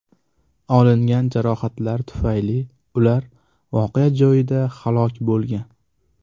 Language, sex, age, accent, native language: Uzbek, male, under 19, Farg'ona, Uzbek